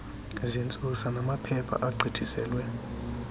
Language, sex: Xhosa, female